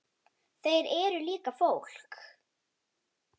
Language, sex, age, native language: Icelandic, female, 9, Icelandic